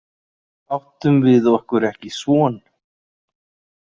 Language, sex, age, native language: Icelandic, male, 40-49, Icelandic